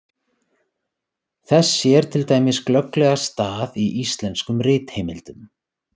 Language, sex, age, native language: Icelandic, male, 30-39, Icelandic